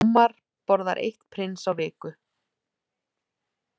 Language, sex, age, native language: Icelandic, female, 40-49, Icelandic